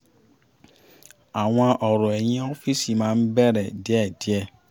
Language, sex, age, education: Yoruba, male, 30-45, tertiary